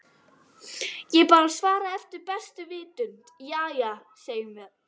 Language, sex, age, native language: Icelandic, female, 12, Icelandic